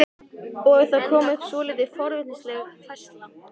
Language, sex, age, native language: Icelandic, female, 14, Icelandic